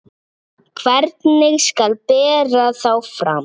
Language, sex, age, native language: Icelandic, male, 7, Icelandic